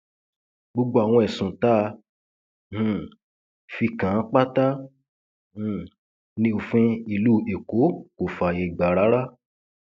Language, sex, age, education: Yoruba, male, 30-45, tertiary